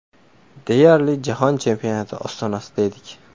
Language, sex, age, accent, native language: Uzbek, male, 18-24, Namangan, Uzbek